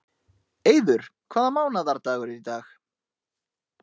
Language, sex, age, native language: Icelandic, male, 30-39, Icelandic